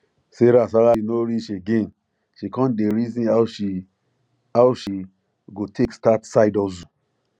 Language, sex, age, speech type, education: Nigerian Pidgin, male, 30-45, spontaneous, tertiary